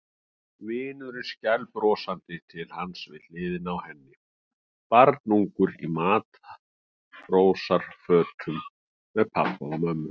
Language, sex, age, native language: Icelandic, male, 40-49, Icelandic